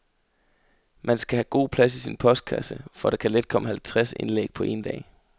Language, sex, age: Danish, male, 33